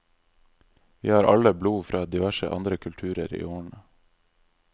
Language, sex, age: Norwegian, male, 26